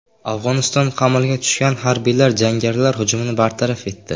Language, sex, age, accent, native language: Uzbek, male, under 19, Qashqadaryo, Uzbek